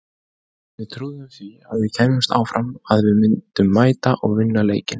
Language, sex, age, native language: Icelandic, male, 20-29, Icelandic